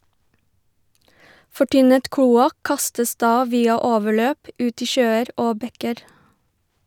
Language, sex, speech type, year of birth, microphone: Norwegian, female, read, 1990, Shure